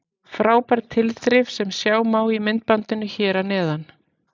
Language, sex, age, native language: Icelandic, female, 40-49, Icelandic